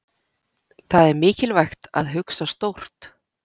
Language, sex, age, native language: Icelandic, female, 40-49, Icelandic